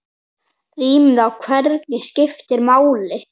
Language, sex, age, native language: Icelandic, male, 7, Icelandic